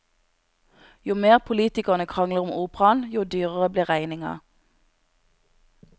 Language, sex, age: Norwegian, female, 26